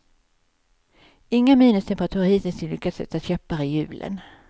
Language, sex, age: Swedish, female, 55